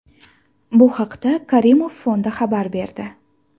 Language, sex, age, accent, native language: Uzbek, female, 18-24, Farg'ona, Uzbek